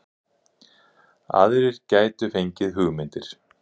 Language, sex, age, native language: Icelandic, male, 40-49, Icelandic